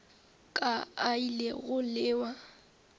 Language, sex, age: Northern Sotho, female, 18